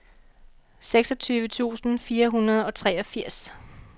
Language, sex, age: Danish, female, 45